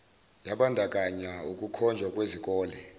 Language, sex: Zulu, male